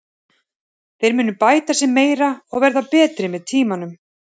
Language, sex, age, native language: Icelandic, male, 30-39, Icelandic